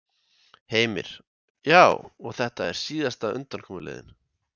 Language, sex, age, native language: Icelandic, male, 20-29, Icelandic